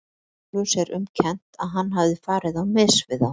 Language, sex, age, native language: Icelandic, female, 50-59, Icelandic